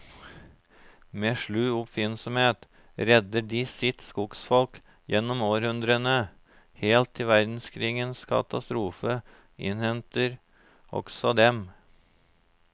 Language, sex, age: Norwegian, male, 34